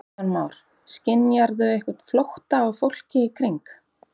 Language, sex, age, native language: Icelandic, female, 30-39, Icelandic